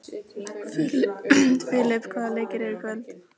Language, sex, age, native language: Icelandic, female, 15, Icelandic